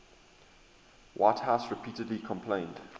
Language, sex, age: English, male, 23